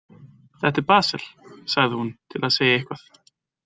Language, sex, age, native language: Icelandic, male, 20-29, Icelandic